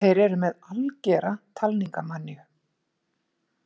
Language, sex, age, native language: Icelandic, female, 50-59, Icelandic